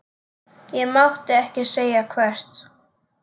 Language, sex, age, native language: Icelandic, male, 10, Icelandic